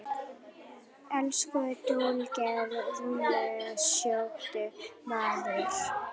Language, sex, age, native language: Icelandic, female, 9, Icelandic